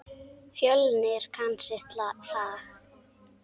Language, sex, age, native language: Icelandic, male, 10, Icelandic